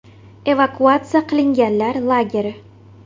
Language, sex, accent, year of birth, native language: Uzbek, female, Toshkent shahri, 1999, Uzbek